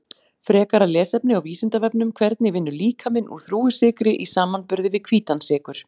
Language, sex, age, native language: Icelandic, female, 40-49, Icelandic